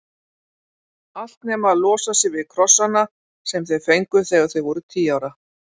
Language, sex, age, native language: Icelandic, female, 40-49, Icelandic